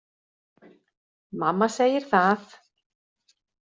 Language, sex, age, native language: Icelandic, female, 60-69, Swedish